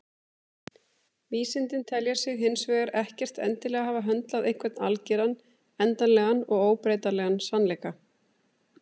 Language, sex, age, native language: Icelandic, female, 30-39, Icelandic